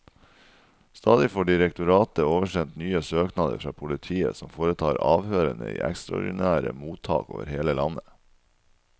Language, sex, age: Norwegian, male, 37